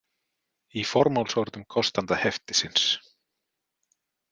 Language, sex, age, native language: Icelandic, male, 30-39, Icelandic